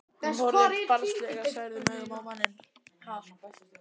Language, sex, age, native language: Icelandic, male, 12, Icelandic